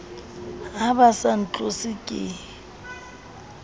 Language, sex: Southern Sotho, female